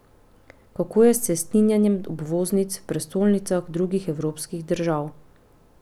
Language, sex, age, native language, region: Slovenian, female, 30-49, Slovenian, Pomurje region